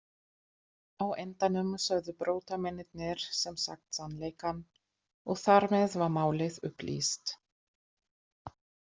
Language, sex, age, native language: Icelandic, female, 40-49, German